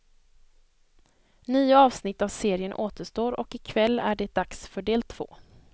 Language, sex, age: Swedish, female, 23